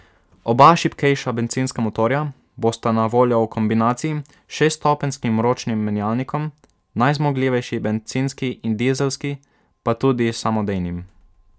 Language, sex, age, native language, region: Slovenian, male, 12-17, Slovenian, Savinja region